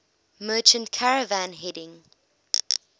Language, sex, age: English, female, 21